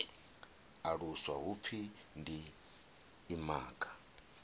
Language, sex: Venda, male